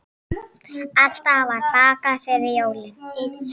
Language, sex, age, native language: Icelandic, female, 6, Icelandic